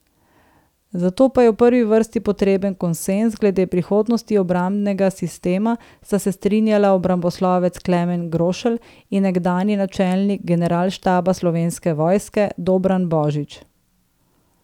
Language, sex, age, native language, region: Slovenian, female, 30-49, Slovenian, Southeast Slovenia